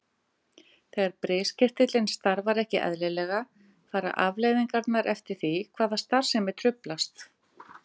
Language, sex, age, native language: Icelandic, female, 50-59, Icelandic